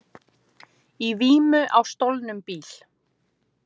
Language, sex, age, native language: Icelandic, female, 30-39, Icelandic